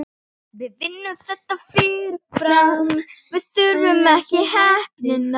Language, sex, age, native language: Icelandic, female, 9, Icelandic